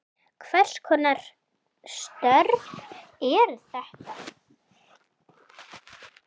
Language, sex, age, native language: Icelandic, female, 7, Icelandic